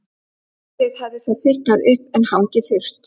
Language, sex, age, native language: Icelandic, female, 11, Icelandic